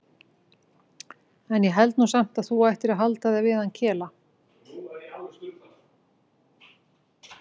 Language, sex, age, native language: Icelandic, female, 40-49, Icelandic